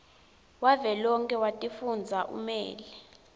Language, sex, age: Swati, female, 20